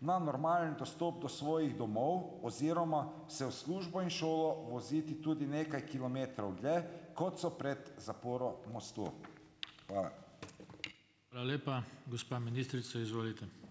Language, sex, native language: Slovenian, male, Slovenian